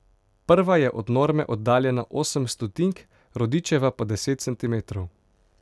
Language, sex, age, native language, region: Slovenian, male, 18-29, Slovenian, Pomurje region